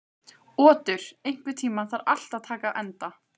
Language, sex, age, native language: Icelandic, female, 15, Icelandic